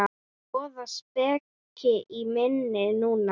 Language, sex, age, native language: Icelandic, female, 8, Icelandic